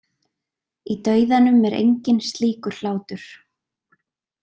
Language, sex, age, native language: Icelandic, female, 20-29, Icelandic